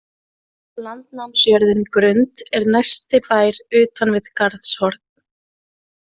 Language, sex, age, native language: Icelandic, female, 20-29, Icelandic